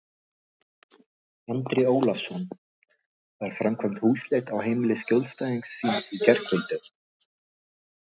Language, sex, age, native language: Icelandic, other, 18-19, Icelandic